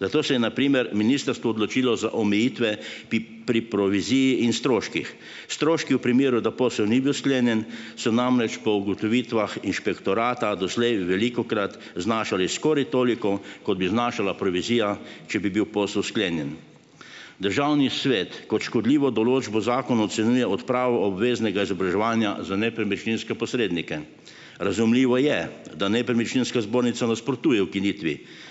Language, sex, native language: Slovenian, male, Slovenian